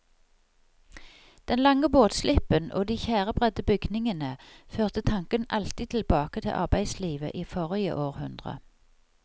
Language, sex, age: Norwegian, female, 55